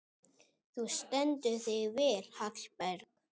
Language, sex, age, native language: Icelandic, male, 30-39, Icelandic